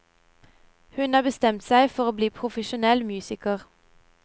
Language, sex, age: Norwegian, female, 17